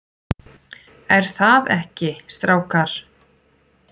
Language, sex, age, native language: Icelandic, female, 40-49, Icelandic